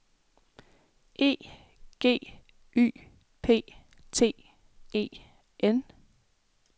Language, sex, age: Danish, female, 24